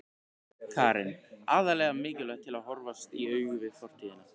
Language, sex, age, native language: Icelandic, male, 15, Icelandic